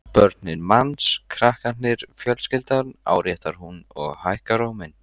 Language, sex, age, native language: Icelandic, male, 14, Icelandic